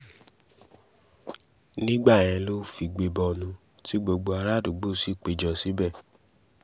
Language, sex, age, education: Yoruba, male, 15-29, secondary